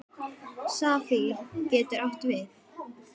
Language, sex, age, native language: Icelandic, female, 10, Icelandic